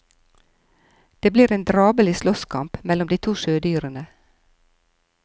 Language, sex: Norwegian, female